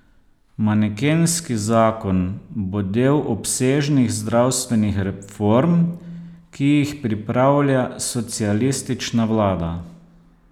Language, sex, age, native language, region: Slovenian, male, 50-59, Slovenian, Posavska region